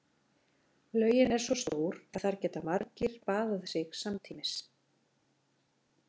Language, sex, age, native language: Icelandic, female, 40-49, Icelandic